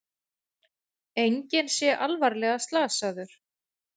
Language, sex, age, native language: Icelandic, female, 40-49, Icelandic